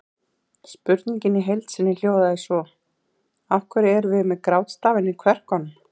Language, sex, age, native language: Icelandic, female, 30-39, Icelandic